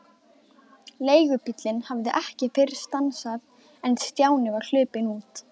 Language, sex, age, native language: Icelandic, female, 12, Icelandic